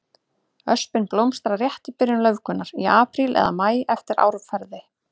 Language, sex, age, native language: Icelandic, female, 30-39, Icelandic